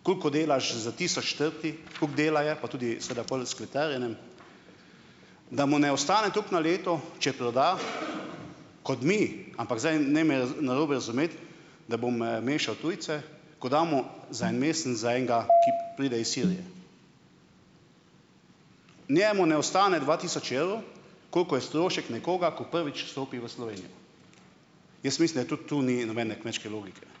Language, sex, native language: Slovenian, male, Slovenian